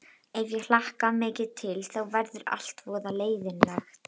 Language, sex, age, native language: Icelandic, female, 12, Icelandic